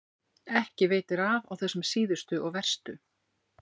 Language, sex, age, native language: Icelandic, female, 40-49, Icelandic